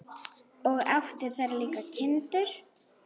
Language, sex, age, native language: Icelandic, female, 9, Icelandic